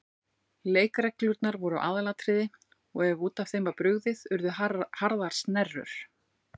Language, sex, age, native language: Icelandic, female, 40-49, Icelandic